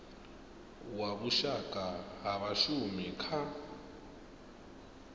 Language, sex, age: Venda, male, 22